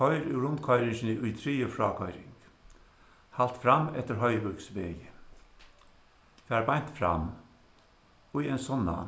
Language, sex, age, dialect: Faroese, male, 61+, Suðuroy